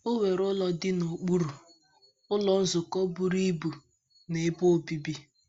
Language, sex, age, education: Igbo, female, 15-29, tertiary